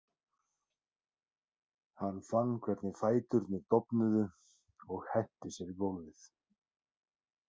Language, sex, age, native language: Icelandic, male, 30-39, Icelandic